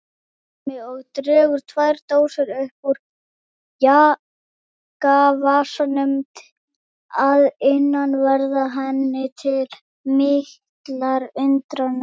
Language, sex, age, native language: Icelandic, female, 18-19, Icelandic